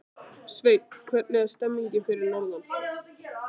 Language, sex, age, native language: Icelandic, male, 13, Icelandic